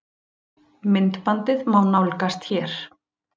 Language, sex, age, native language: Icelandic, female, 30-39, Icelandic